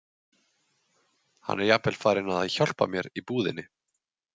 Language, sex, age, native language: Icelandic, male, 20-29, Icelandic